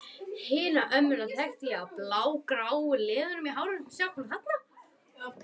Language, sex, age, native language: Icelandic, female, 11, Icelandic